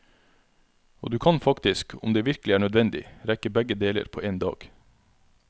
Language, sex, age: Norwegian, male, 33